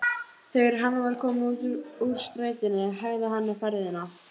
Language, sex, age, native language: Icelandic, female, 12, Icelandic